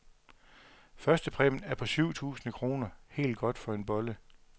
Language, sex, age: Danish, male, 42